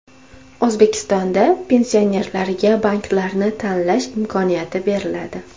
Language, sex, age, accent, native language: Uzbek, female, 25-34, Toshkent viloyati, Uzbek